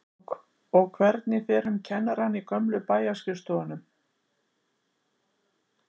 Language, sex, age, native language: Icelandic, female, 60-69, Icelandic